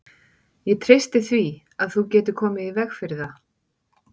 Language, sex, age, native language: Icelandic, female, 40-49, Icelandic